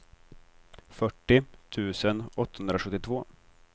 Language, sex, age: Swedish, male, 23